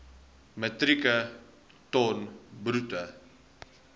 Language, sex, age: Afrikaans, male, 19